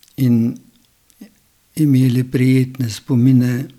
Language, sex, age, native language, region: Slovenian, male, 60+, Slovenian, Gorenjska region